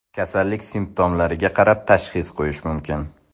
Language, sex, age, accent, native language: Uzbek, male, 18-24, Samarqand, Uzbek